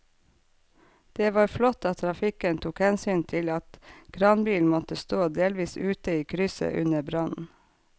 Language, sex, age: Norwegian, female, 48